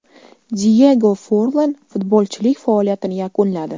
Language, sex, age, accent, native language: Uzbek, female, 18-24, Jizzax, Uzbek